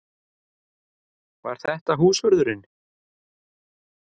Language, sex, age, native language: Icelandic, male, 30-39, Icelandic